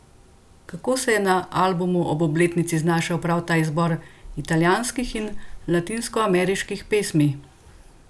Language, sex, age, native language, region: Slovenian, female, 50-59, Slovenian, Central Slovenia